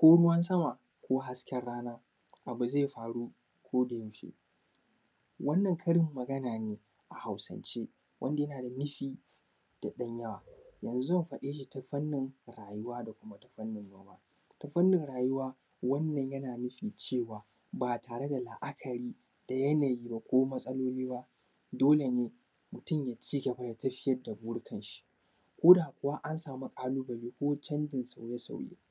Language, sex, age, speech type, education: Hausa, male, 15-29, spontaneous, tertiary